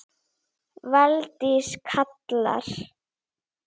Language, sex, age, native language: Icelandic, female, 9, Icelandic